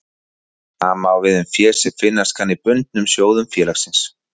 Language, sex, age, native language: Icelandic, male, 40-49, Icelandic